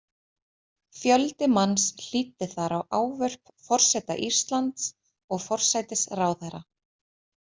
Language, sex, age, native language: Icelandic, female, 30-39, Icelandic